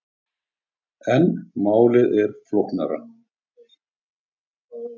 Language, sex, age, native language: Icelandic, male, 40-49, Icelandic